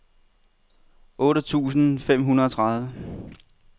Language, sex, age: Danish, male, 31